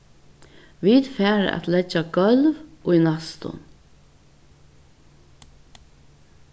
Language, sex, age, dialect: Faroese, female, 61+, Vágar